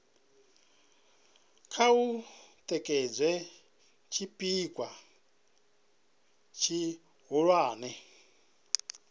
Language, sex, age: Venda, male, 37